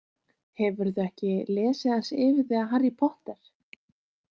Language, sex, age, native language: Icelandic, female, 18-19, Icelandic